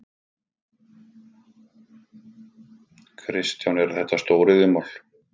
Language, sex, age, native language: Icelandic, male, 50-59, Icelandic